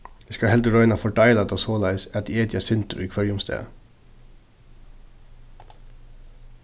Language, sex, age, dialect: Faroese, male, 15-35, Suðurstreymoy